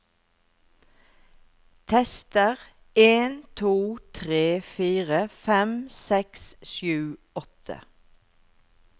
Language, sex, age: Norwegian, female, 51